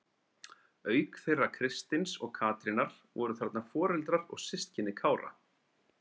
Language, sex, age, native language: Icelandic, male, 30-39, Icelandic